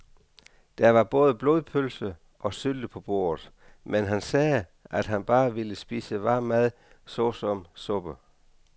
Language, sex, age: Danish, male, 49